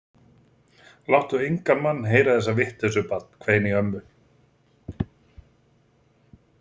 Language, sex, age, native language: Icelandic, male, 40-49, Icelandic